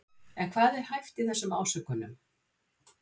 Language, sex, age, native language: Icelandic, female, 60-69, Icelandic